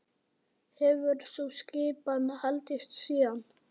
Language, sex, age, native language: Icelandic, male, 10, Icelandic